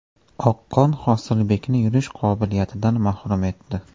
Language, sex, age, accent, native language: Uzbek, male, 18-24, Andijon, Uzbek